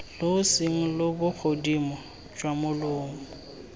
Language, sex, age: Tswana, male, 18